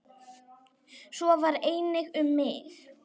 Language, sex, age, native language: Icelandic, female, 9, Icelandic